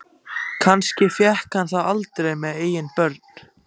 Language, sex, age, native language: Icelandic, other, 14, Icelandic